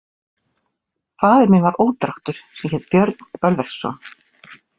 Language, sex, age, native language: Icelandic, female, 40-49, Icelandic